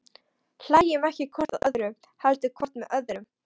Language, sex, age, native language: Icelandic, female, 13, Polish